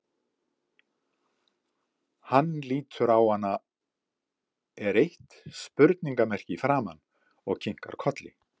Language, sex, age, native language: Icelandic, male, 70-79, Icelandic